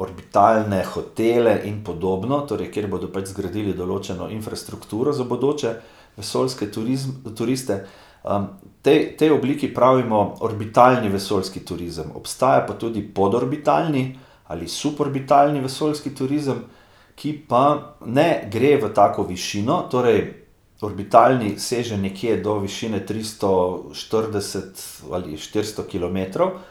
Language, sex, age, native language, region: Slovenian, male, 50-59, Slovenian, Gorica region